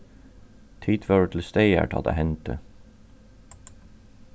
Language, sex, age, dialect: Faroese, male, 36-60, Norðurstreymoy/Eysturoy